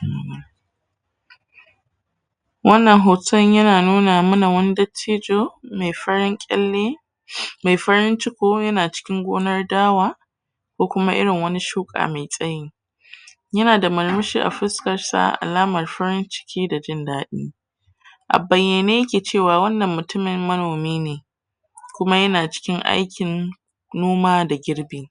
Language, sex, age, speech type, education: Hausa, female, 30-45, spontaneous, tertiary